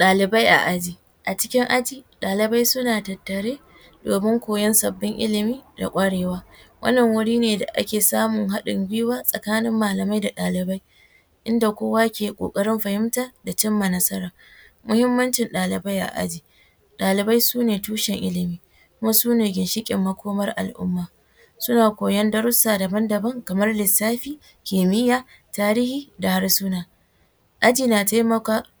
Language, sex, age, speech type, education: Hausa, female, 15-29, spontaneous, secondary